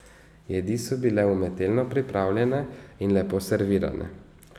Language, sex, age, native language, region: Slovenian, male, 18-29, Slovenian, Savinja region